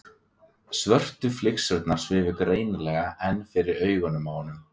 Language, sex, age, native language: Icelandic, male, 20-29, Icelandic